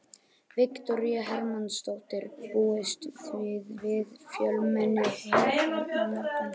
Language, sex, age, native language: Icelandic, male, 12, Icelandic